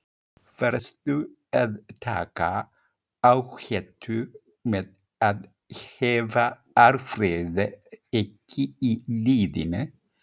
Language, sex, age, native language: Icelandic, male, 50-59, Icelandic